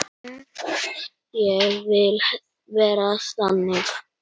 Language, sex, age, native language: Icelandic, male, 9, Icelandic